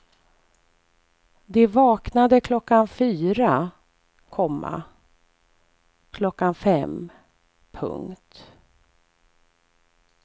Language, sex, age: Swedish, female, 44